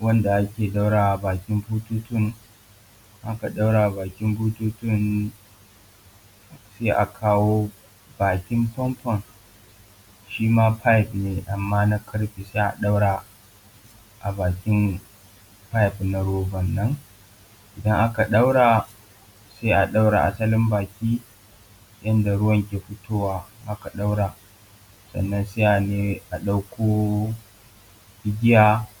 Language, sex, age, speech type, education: Hausa, male, 15-29, spontaneous, tertiary